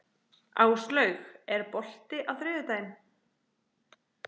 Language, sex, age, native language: Icelandic, other, 30-39, Icelandic